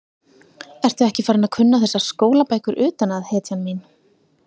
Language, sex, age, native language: Icelandic, female, 30-39, Icelandic